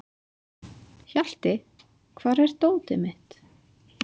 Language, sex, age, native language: Icelandic, female, 20-29, Icelandic